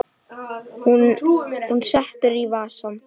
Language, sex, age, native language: Icelandic, male, 10, Icelandic